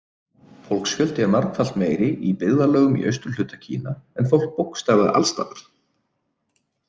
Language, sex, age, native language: Icelandic, male, 30-39, Icelandic